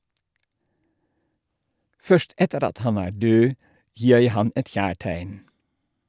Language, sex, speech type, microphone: Norwegian, male, read, Shure